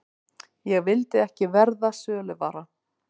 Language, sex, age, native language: Icelandic, female, 50-59, Icelandic